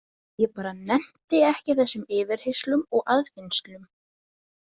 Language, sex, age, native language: Icelandic, female, 20-29, Icelandic